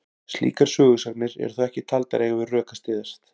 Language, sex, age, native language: Icelandic, male, 40-49, Icelandic